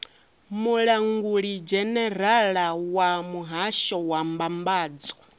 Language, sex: Venda, female